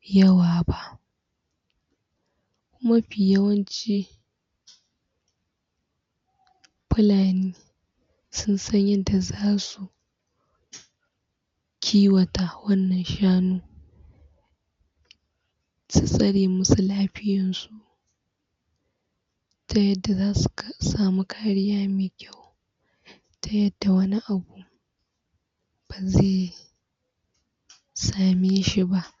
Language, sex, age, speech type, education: Hausa, female, 15-29, spontaneous, tertiary